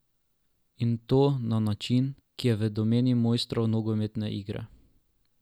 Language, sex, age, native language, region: Slovenian, male, 12-17, Slovenian, Drava region